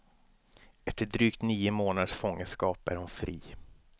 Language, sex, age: Swedish, male, 29